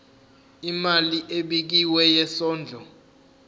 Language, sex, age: Zulu, male, 20